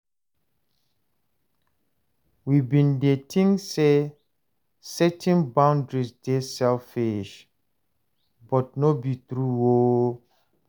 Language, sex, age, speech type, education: Nigerian Pidgin, male, 30-45, read, tertiary